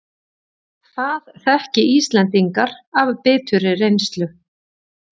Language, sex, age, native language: Icelandic, female, 40-49, Icelandic